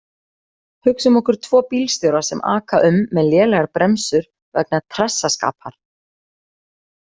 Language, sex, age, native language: Icelandic, female, 40-49, Icelandic